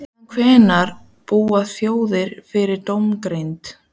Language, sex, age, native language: Icelandic, female, 14, Icelandic